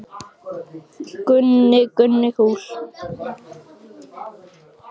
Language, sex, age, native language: Icelandic, other, 12, Icelandic